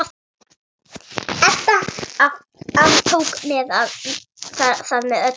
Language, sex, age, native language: Icelandic, female, 8, Icelandic